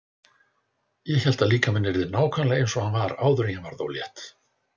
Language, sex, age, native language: Icelandic, male, 60-69, Icelandic